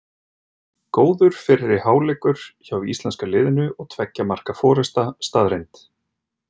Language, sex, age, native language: Icelandic, male, 30-39, Icelandic